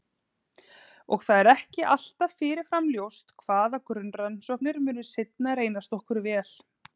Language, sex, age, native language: Icelandic, female, 30-39, Icelandic